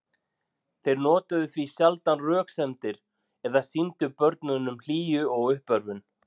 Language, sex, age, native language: Icelandic, male, 40-49, Icelandic